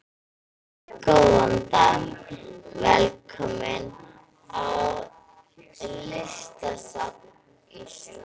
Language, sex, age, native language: Icelandic, female, 12, Icelandic